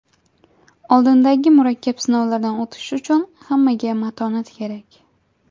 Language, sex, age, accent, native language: Uzbek, female, 18-24, Jizzax, Uzbek